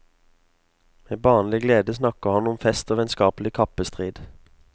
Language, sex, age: Norwegian, male, 22